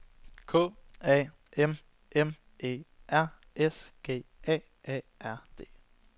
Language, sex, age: Danish, male, 22